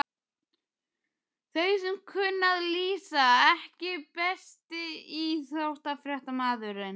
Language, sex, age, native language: Icelandic, male, 12, Icelandic